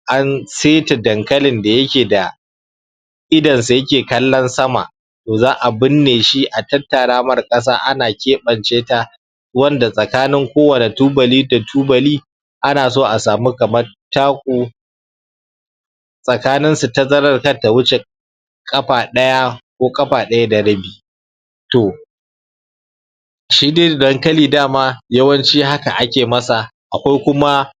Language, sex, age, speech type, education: Hausa, male, 15-29, spontaneous, primary